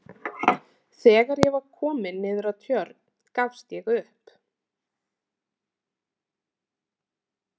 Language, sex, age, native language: Icelandic, female, 30-39, Icelandic